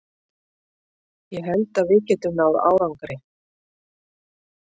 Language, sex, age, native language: Icelandic, female, 60-69, Icelandic